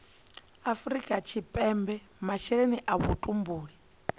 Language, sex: Venda, female